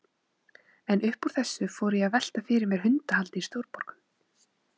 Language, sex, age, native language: Icelandic, female, 20-29, Icelandic